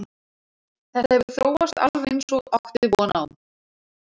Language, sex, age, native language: Icelandic, female, 40-49, Icelandic